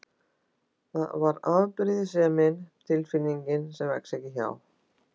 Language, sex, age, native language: Icelandic, female, 60-69, Icelandic